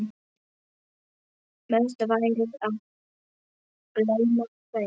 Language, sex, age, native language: Icelandic, male, 7, Polish